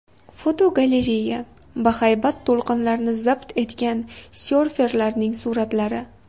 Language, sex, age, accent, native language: Uzbek, female, 18-24, Farg'ona, Uzbek